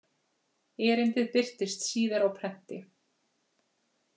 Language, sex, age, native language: Icelandic, female, 40-49, Icelandic